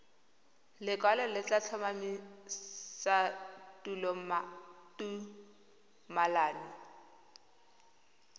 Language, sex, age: Tswana, female, 20